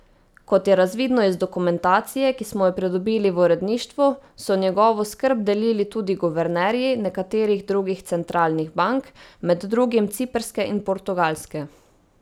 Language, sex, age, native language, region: Slovenian, female, 18-29, Slovenian, Savinja region